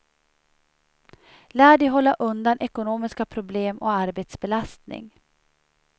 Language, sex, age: Swedish, female, 37